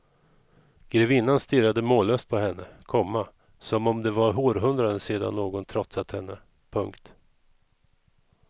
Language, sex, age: Swedish, male, 41